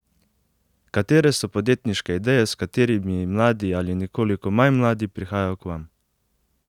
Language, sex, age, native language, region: Slovenian, male, 18-29, Slovenian, Savinja region